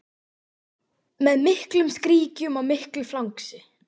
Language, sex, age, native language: Icelandic, female, 12, Icelandic